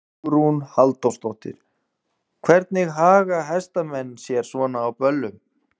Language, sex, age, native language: Icelandic, male, 20-29, Icelandic